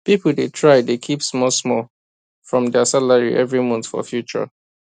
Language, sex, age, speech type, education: Nigerian Pidgin, male, 15-29, spontaneous, tertiary